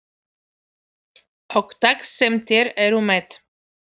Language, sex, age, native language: Icelandic, female, 40-49, Polish